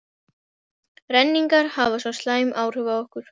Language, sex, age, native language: Icelandic, female, 12, Icelandic